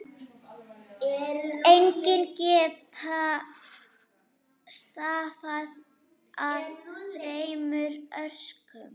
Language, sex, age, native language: Icelandic, female, 18-19, Icelandic